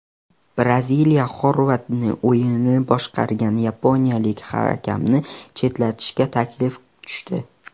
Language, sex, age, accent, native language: Uzbek, male, 19-29, Namangan, Uzbek